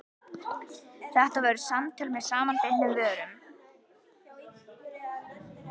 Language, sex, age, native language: Icelandic, female, 11, Icelandic